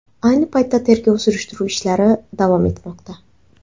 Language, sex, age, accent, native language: Uzbek, female, 18-24, Xorazm, Uzbek